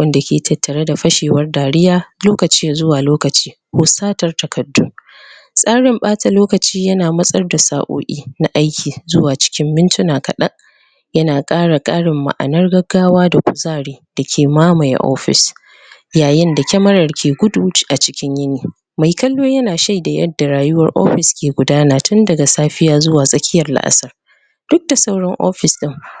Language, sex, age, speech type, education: Hausa, female, 30-45, spontaneous, tertiary